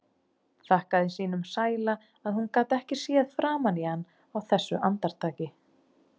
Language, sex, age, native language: Icelandic, female, 30-39, Icelandic